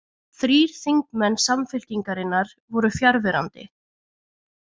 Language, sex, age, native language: Icelandic, female, 20-29, Icelandic